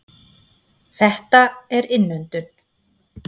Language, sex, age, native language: Icelandic, female, 40-49, Icelandic